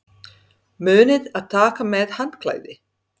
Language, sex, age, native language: Icelandic, female, 30-39, Serbo-Croatian